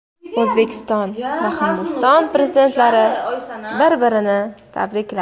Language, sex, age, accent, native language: Uzbek, female, under 19, Toshkent viloyati, Uzbek